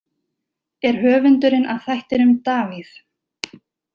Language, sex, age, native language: Icelandic, female, 20-29, Icelandic